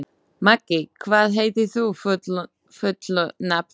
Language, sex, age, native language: Icelandic, female, 20-29, Slovak